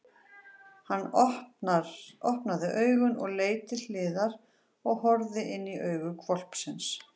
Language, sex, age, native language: Icelandic, female, 40-49, Icelandic